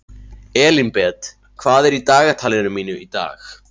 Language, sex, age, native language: Icelandic, male, 14, Icelandic